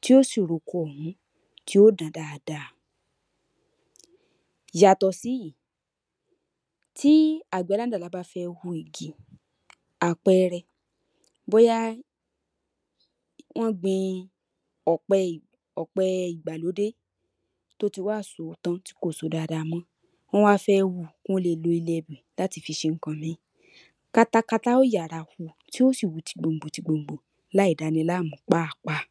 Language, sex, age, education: Yoruba, female, 15-29, tertiary